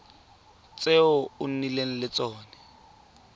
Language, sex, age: Tswana, male, 23